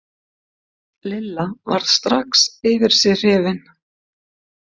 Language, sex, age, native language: Icelandic, female, 50-59, Icelandic